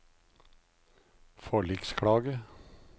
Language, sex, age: Norwegian, male, 56